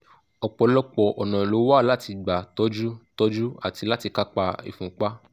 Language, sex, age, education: Yoruba, male, 15-29, tertiary